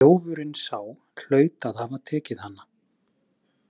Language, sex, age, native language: Icelandic, male, 30-39, Icelandic